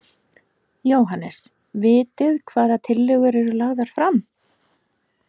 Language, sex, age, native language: Icelandic, female, 40-49, Icelandic